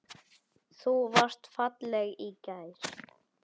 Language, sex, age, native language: Icelandic, male, 9, Icelandic